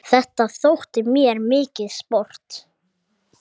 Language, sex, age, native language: Icelandic, male, 8, Icelandic